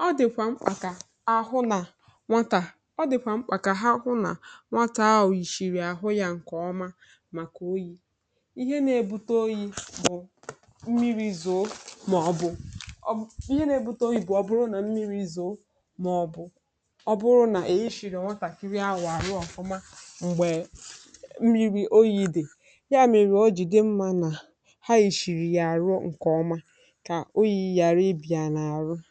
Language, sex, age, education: Igbo, female, 15-29, tertiary